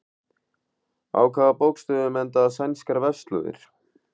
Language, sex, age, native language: Icelandic, male, 18-19, Icelandic